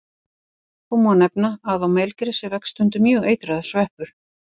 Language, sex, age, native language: Icelandic, female, 50-59, Icelandic